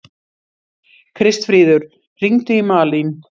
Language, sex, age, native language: Icelandic, female, 60-69, Icelandic